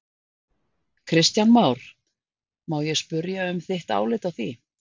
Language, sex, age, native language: Icelandic, female, 50-59, Icelandic